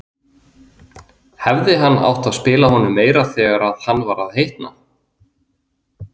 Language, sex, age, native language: Icelandic, male, 30-39, Icelandic